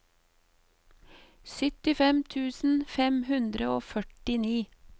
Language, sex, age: Norwegian, female, 38